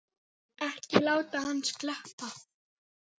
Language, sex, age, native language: Icelandic, female, 9, Icelandic